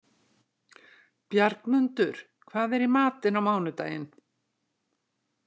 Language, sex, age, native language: Icelandic, female, 60-69, Icelandic